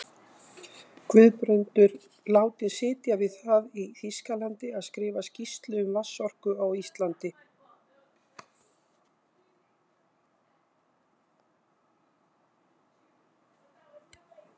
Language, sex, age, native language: Icelandic, female, 60-69, Icelandic